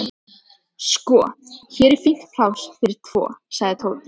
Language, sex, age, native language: Icelandic, other, 13, Icelandic